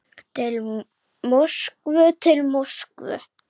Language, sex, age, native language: Icelandic, female, 9, Icelandic